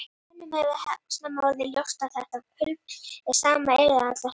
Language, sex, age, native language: Icelandic, female, 30-39, Icelandic